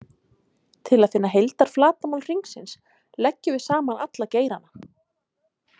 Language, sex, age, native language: Icelandic, female, 30-39, Icelandic